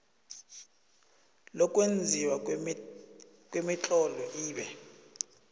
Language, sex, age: South Ndebele, male, 20